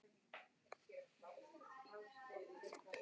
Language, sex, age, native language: Icelandic, male, 11, Icelandic